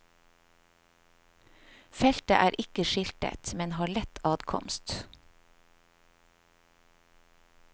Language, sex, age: Norwegian, female, 50